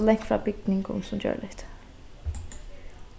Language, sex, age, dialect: Faroese, female, 15-35, Norðurstreymoy/Eysturoy